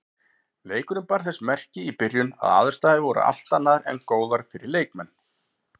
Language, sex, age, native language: Icelandic, male, 40-49, Icelandic